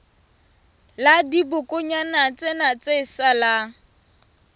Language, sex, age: Southern Sotho, female, 21